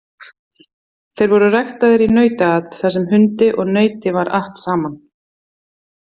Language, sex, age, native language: Icelandic, female, 50-59, Icelandic